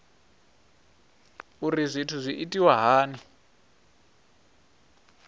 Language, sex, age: Venda, male, 23